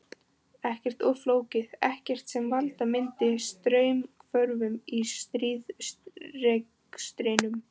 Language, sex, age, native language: Icelandic, female, 15, Icelandic